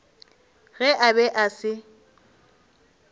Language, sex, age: Northern Sotho, female, 23